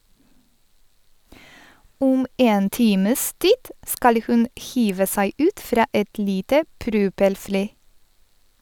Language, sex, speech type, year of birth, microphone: Norwegian, female, read, 1986, Sennheiser